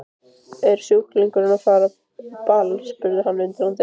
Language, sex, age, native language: Icelandic, female, 15, Icelandic